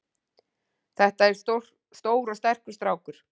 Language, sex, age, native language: Icelandic, female, 40-49, Icelandic